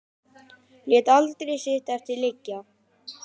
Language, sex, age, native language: Icelandic, male, 10, Icelandic